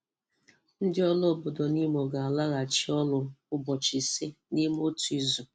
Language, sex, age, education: Igbo, female, 15-29, tertiary